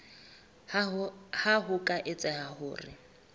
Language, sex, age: Southern Sotho, female, 24